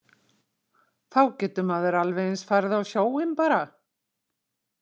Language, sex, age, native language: Icelandic, female, 60-69, Icelandic